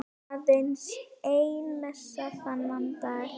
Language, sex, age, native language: Icelandic, female, 10, Icelandic